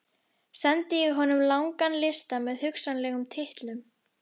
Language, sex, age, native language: Icelandic, female, 11, Icelandic